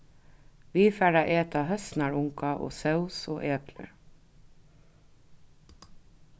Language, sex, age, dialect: Faroese, female, 36-60, Norðuroyggjar